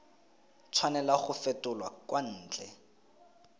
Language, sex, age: Tswana, male, 20